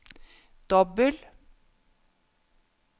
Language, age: Norwegian, 50